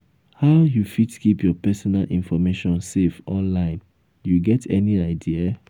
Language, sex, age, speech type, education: Nigerian Pidgin, male, 15-29, spontaneous, tertiary